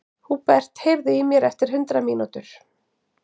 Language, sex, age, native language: Icelandic, female, 40-49, Icelandic